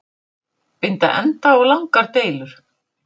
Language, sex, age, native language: Icelandic, female, 50-59, Icelandic